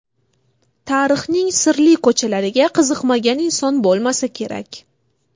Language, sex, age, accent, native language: Uzbek, female, 18-24, Buxoro, Uzbek